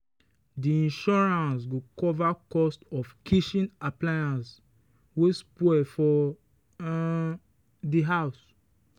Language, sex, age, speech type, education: Nigerian Pidgin, male, 15-29, spontaneous, tertiary